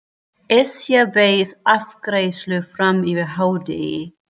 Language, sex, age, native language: Icelandic, female, 30-39, German